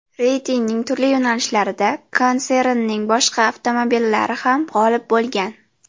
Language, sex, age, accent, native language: Uzbek, female, under 19, Jizzax, Uzbek